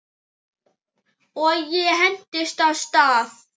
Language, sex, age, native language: Icelandic, male, 9, Icelandic